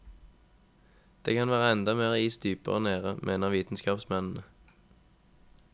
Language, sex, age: Norwegian, male, 21